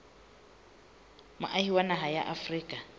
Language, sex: Southern Sotho, female